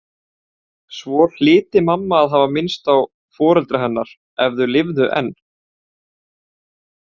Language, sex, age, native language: Icelandic, male, 18-19, Icelandic